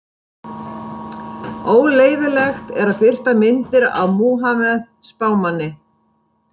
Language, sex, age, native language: Icelandic, female, 50-59, Icelandic